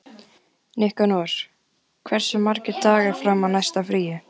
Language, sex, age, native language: Icelandic, female, 14, Icelandic